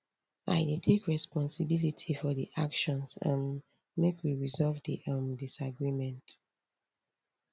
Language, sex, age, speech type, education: Nigerian Pidgin, female, 15-29, spontaneous, tertiary